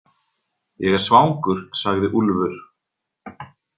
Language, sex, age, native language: Icelandic, male, 40-49, Icelandic